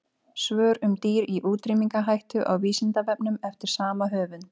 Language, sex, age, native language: Icelandic, female, 30-39, Icelandic